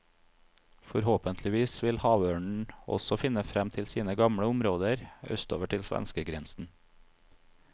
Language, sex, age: Norwegian, male, 30